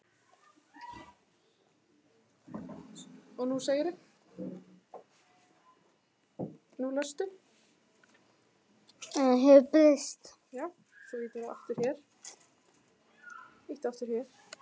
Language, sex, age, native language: Icelandic, male, 9, Icelandic